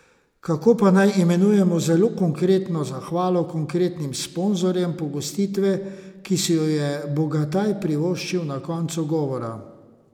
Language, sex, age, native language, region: Slovenian, male, 50-59, Slovenian, Savinja region